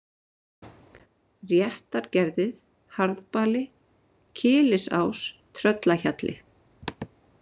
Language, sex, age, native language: Icelandic, female, 30-39, Icelandic